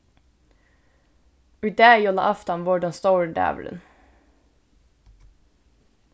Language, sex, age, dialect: Faroese, female, 15-35, Suðurstreymoy